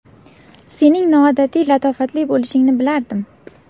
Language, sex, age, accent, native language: Uzbek, female, 19-29, Navoiy, Uzbek